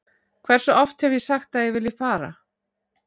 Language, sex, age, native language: Icelandic, female, 40-49, Icelandic